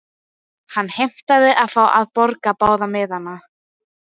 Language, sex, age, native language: Icelandic, female, 12, Icelandic